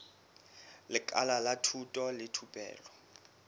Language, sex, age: Southern Sotho, male, 23